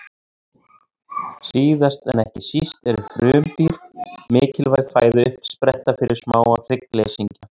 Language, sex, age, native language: Icelandic, male, 30-39, Icelandic